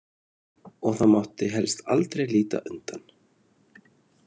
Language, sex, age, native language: Icelandic, male, 30-39, Icelandic